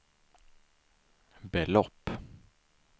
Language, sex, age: Swedish, male, 24